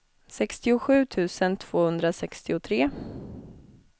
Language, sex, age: Swedish, female, 20